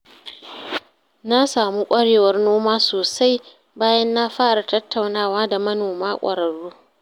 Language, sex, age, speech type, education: Hausa, female, 30-45, read, secondary